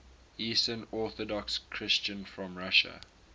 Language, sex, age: English, male, 18